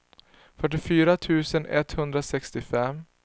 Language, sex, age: Swedish, male, 19